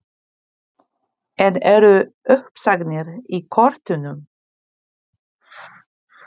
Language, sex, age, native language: Icelandic, female, 40-49, Polish